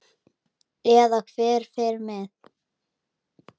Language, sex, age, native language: Icelandic, male, 10, Icelandic